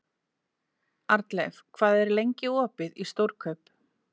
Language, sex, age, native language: Icelandic, female, 40-49, Icelandic